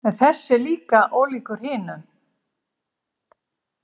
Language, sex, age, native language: Icelandic, female, 70-79, Icelandic